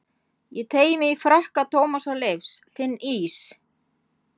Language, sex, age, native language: Icelandic, female, 50-59, Icelandic